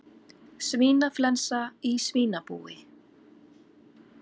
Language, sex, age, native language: Icelandic, female, 50-59, Icelandic